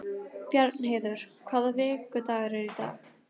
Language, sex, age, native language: Icelandic, female, 12, Icelandic